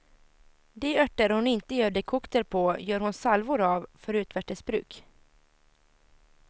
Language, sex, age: Swedish, female, 17